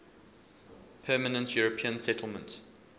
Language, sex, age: English, male, 20